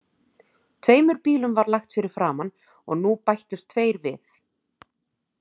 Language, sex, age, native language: Icelandic, female, 40-49, Icelandic